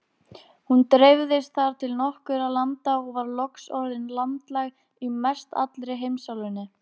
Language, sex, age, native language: Icelandic, female, 18-19, Icelandic